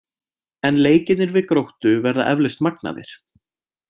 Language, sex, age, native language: Icelandic, male, 20-29, Icelandic